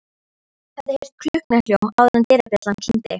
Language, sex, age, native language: Icelandic, female, 13, Icelandic